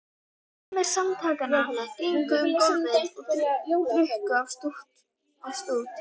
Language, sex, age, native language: Icelandic, female, 12, Icelandic